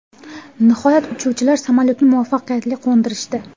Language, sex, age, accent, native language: Uzbek, female, 18-24, Toshkent viloyati, Uzbek